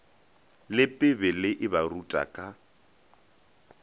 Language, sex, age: Northern Sotho, male, 19